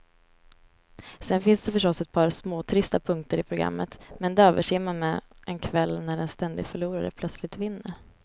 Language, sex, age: Swedish, female, 18